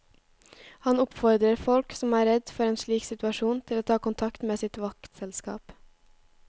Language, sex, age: Norwegian, female, 18